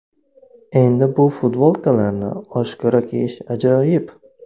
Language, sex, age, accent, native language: Uzbek, male, 25-34, Navoiy, Uzbek